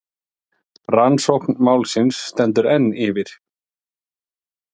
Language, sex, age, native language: Icelandic, male, 40-49, Icelandic